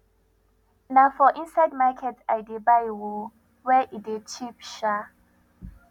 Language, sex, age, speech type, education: Nigerian Pidgin, female, 15-29, spontaneous, tertiary